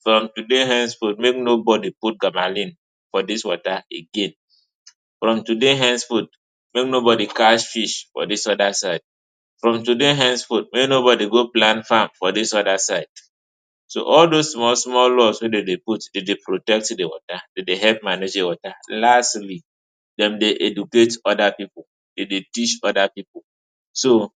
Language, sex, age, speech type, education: Nigerian Pidgin, male, 15-29, spontaneous, tertiary